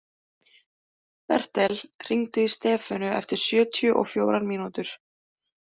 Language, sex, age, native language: Icelandic, male, 20-29, Icelandic